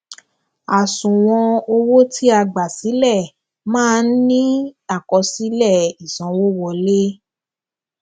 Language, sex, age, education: Yoruba, female, 15-29, tertiary